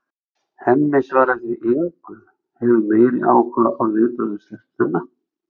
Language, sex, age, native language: Icelandic, male, 60-69, Icelandic